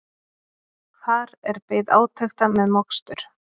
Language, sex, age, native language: Icelandic, female, 30-39, Icelandic